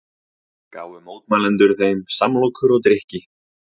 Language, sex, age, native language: Icelandic, male, 30-39, Icelandic